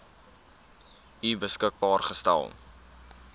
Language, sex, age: Afrikaans, male, 19